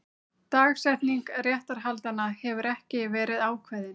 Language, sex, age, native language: Icelandic, female, 30-39, Icelandic